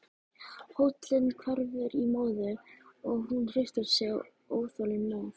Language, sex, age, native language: Icelandic, female, 14, Icelandic